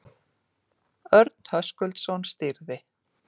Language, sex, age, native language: Icelandic, female, 40-49, Icelandic